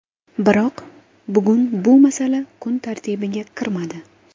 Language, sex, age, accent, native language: Uzbek, female, 18-24, Andijon, Uzbek